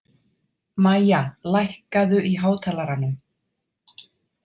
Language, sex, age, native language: Icelandic, female, 30-39, Icelandic